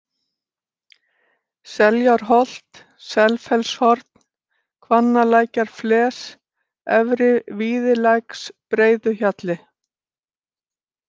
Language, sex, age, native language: Icelandic, female, 60-69, Icelandic